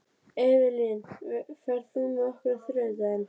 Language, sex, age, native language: Icelandic, female, 30-39, Icelandic